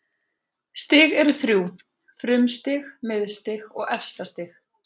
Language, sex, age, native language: Icelandic, female, 40-49, Icelandic